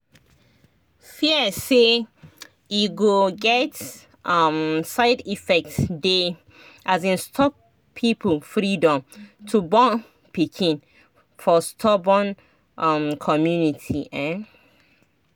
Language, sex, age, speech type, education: Nigerian Pidgin, female, 30-45, spontaneous, tertiary